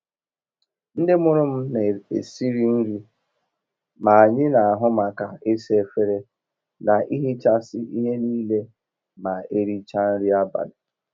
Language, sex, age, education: Igbo, male, 15-29, tertiary